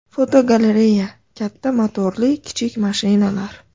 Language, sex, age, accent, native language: Uzbek, female, 25-34, Andijon, Uzbek